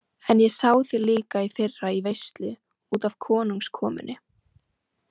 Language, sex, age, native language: Icelandic, female, 18-19, Icelandic